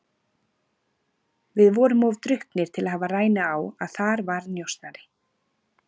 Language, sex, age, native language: Icelandic, female, 40-49, Icelandic